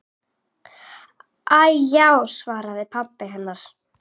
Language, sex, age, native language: Icelandic, female, 8, Icelandic